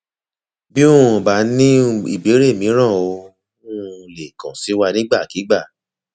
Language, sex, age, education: Yoruba, male, 30-45, tertiary